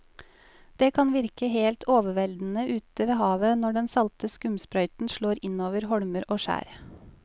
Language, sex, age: Norwegian, female, 28